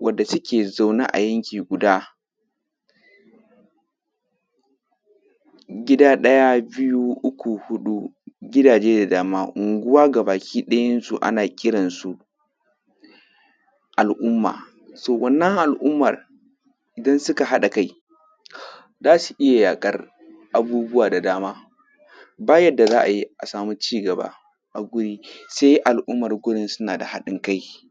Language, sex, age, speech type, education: Hausa, male, 15-29, spontaneous, tertiary